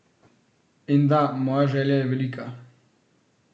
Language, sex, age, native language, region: Slovenian, male, 18-29, Slovenian, Central Slovenia